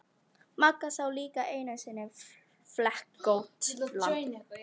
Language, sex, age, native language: Icelandic, female, 13, Icelandic